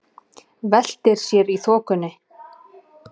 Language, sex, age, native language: Icelandic, female, 30-39, Icelandic